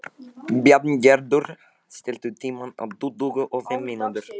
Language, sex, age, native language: Icelandic, male, 13, Icelandic